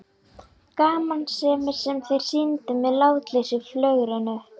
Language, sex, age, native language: Icelandic, female, 11, Icelandic